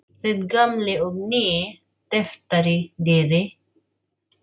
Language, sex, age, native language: Icelandic, female, 40-49, Filipino